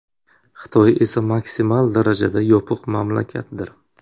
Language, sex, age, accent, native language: Uzbek, male, 25-34, Buxoro, Uzbek